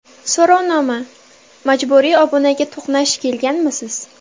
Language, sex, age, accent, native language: Uzbek, female, 18-24, Samarqand, Uzbek